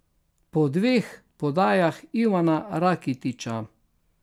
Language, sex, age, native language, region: Slovenian, male, 60+, Slovenian, Carinthia region